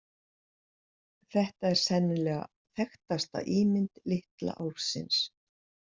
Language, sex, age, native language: Icelandic, female, 60-69, Icelandic